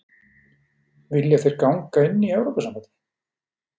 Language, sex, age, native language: Icelandic, male, 40-49, Icelandic